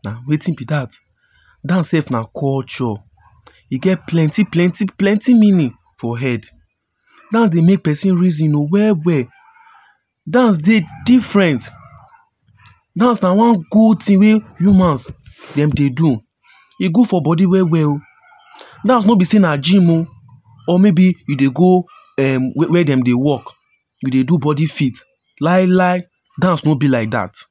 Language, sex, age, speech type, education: Nigerian Pidgin, male, 15-29, spontaneous, tertiary